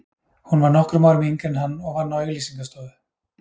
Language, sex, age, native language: Icelandic, male, 30-39, Icelandic